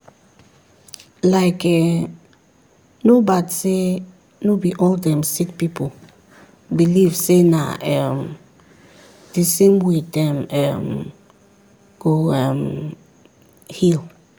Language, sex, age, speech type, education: Nigerian Pidgin, female, 30-45, spontaneous, tertiary